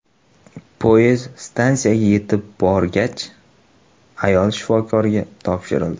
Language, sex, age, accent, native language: Uzbek, male, 18-24, Toshkent shahri, Uzbek